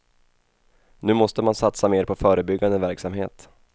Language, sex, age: Swedish, male, 28